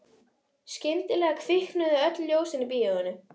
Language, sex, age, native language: Icelandic, female, 11, Icelandic